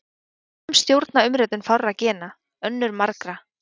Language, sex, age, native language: Icelandic, female, 20-29, Icelandic